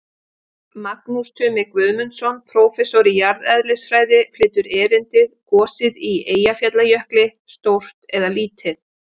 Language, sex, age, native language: Icelandic, female, 50-59, Icelandic